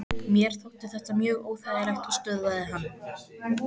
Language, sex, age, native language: Icelandic, female, 14, Icelandic